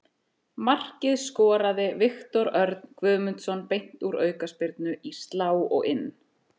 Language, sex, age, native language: Icelandic, female, 30-39, Icelandic